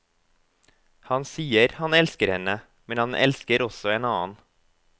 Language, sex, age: Norwegian, male, 24